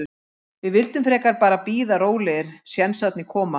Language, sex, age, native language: Icelandic, female, 50-59, Icelandic